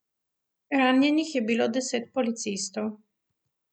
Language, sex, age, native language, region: Slovenian, female, 18-29, Slovenian, Primorsko-notranjska region